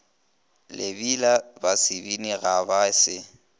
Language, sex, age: Northern Sotho, male, 21